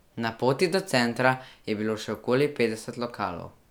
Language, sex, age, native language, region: Slovenian, male, 12-17, Slovenian, Central Slovenia